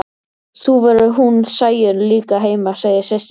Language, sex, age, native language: Icelandic, male, 13, Icelandic